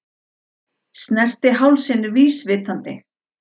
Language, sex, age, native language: Icelandic, female, 40-49, Icelandic